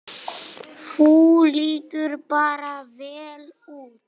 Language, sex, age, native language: Icelandic, male, 9, Polish